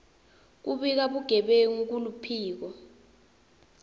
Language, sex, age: Swati, female, 20